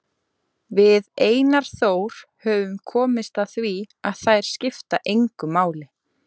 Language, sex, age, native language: Icelandic, female, 20-29, Icelandic